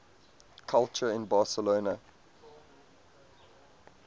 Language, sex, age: English, male, 22